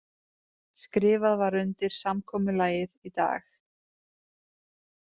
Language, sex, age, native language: Icelandic, female, 20-29, Icelandic